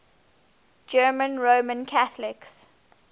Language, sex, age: English, female, 20